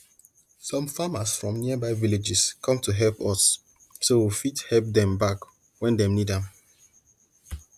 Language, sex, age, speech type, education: Nigerian Pidgin, male, 15-29, spontaneous, tertiary